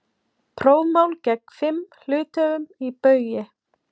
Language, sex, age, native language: Icelandic, female, 40-49, Icelandic